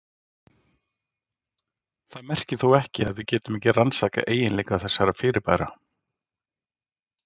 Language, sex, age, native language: Icelandic, male, 40-49, Icelandic